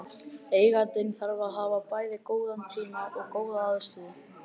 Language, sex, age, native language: Icelandic, female, 30-39, Icelandic